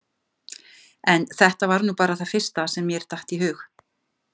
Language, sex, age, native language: Icelandic, female, 50-59, Icelandic